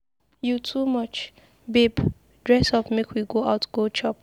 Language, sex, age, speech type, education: Nigerian Pidgin, female, 15-29, read, secondary